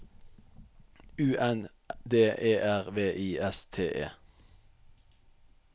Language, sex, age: Norwegian, male, 44